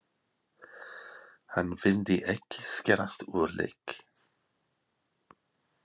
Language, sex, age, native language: Icelandic, male, 40-49, English